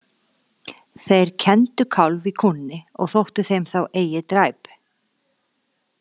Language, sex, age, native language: Icelandic, female, 40-49, Icelandic